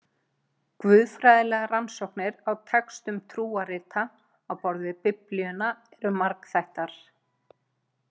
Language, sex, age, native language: Icelandic, female, 50-59, Icelandic